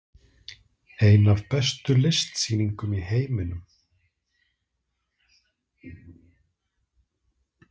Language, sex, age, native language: Icelandic, male, 30-39, Icelandic